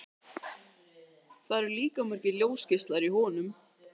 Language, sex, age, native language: Icelandic, male, 13, Icelandic